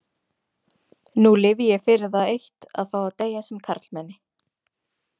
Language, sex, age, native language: Icelandic, female, 20-29, Icelandic